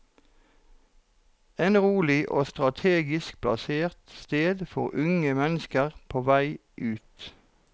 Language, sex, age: Norwegian, male, 43